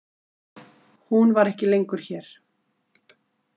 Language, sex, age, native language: Icelandic, female, 50-59, Icelandic